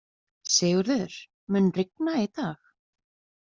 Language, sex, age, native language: Icelandic, female, 20-29, Icelandic